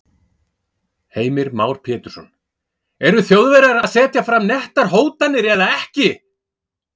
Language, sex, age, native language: Icelandic, male, 40-49, Icelandic